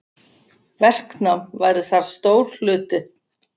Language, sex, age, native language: Icelandic, female, 9, Icelandic